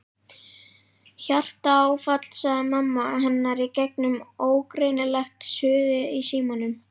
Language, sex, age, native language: Icelandic, male, 11, Icelandic